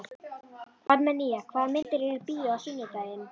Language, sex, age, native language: Icelandic, female, 11, Icelandic